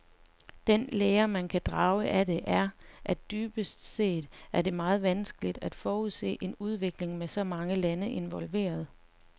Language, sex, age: Danish, female, 35